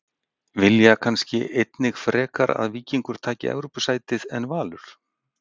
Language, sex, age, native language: Icelandic, male, 60-69, Icelandic